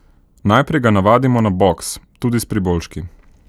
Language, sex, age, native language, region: Slovenian, male, 18-29, Slovenian, Central Slovenia